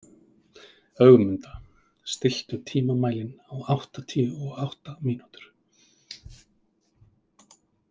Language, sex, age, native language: Icelandic, male, 30-39, Icelandic